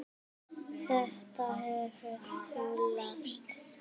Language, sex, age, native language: Icelandic, female, 9, Icelandic